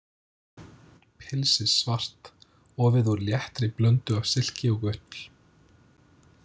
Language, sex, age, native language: Icelandic, male, 20-29, English